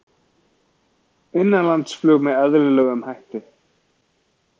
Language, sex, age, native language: Icelandic, male, 40-49, Icelandic